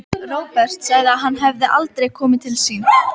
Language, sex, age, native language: Icelandic, female, 12, Icelandic